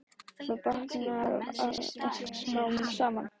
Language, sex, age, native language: Icelandic, female, 12, Icelandic